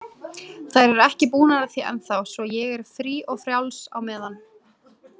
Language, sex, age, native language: Icelandic, female, 20-29, Icelandic